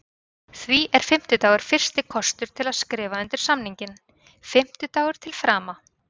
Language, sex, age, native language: Icelandic, female, 30-39, Icelandic